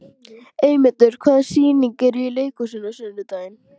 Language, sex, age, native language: Icelandic, female, 12, Icelandic